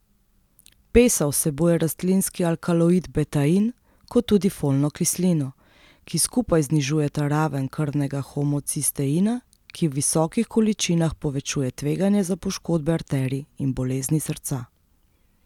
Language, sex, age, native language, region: Slovenian, female, 30-49, Slovenian, Central Slovenia